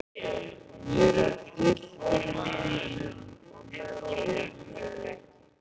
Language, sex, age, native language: Icelandic, male, 15, Icelandic